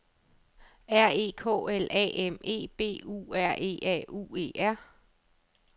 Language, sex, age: Danish, female, 35